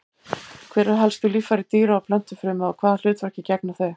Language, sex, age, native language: Icelandic, female, 70-79, Icelandic